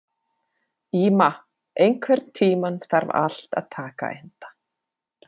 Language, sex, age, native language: Icelandic, female, 40-49, Finnish